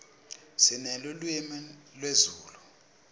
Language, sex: Swati, male